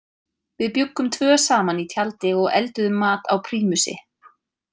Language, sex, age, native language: Icelandic, female, 30-39, Icelandic